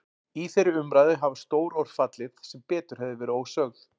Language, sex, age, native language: Icelandic, male, 40-49, Icelandic